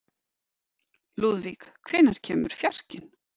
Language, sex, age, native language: Icelandic, female, 50-59, Icelandic